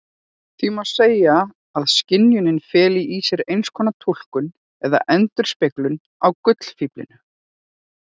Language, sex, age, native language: Icelandic, female, 40-49, Icelandic